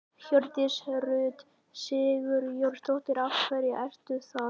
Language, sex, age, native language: Icelandic, male, 11, Icelandic